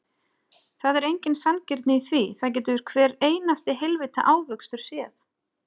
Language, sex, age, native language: Icelandic, female, 30-39, Icelandic